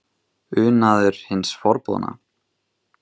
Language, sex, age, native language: Icelandic, male, 20-29, Icelandic